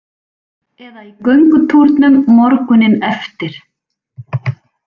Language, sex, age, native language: Icelandic, female, 40-49, Icelandic